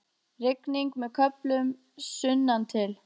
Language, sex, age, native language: Icelandic, female, 18-19, Icelandic